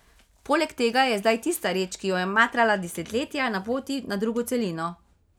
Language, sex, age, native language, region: Slovenian, female, 30-49, Slovenian, Carinthia region